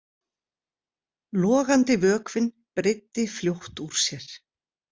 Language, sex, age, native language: Icelandic, female, 60-69, Icelandic